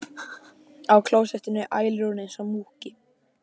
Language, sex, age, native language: Icelandic, male, 11, Icelandic